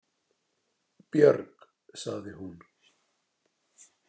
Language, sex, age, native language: Icelandic, male, 60-69, Icelandic